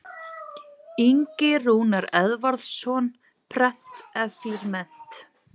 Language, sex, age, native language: Icelandic, female, 20-29, Icelandic